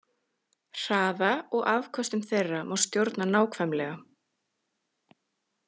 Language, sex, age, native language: Icelandic, female, 30-39, Icelandic